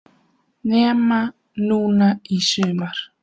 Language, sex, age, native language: Icelandic, female, 20-29, Vietnamese